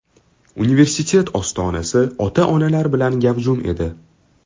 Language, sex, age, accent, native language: Uzbek, male, 12-17, Toshkent shahri, Uzbek